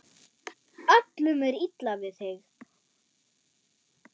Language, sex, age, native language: Icelandic, female, 9, German